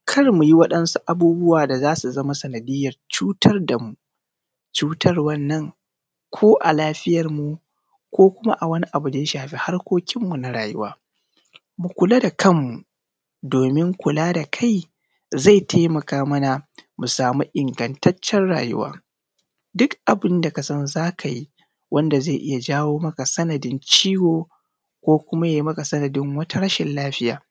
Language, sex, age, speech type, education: Hausa, male, 30-45, spontaneous, primary